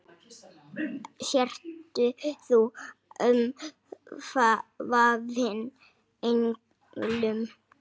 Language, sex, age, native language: Icelandic, male, 6, Icelandic